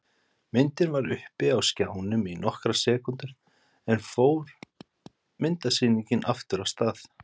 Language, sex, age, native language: Icelandic, male, 30-39, Icelandic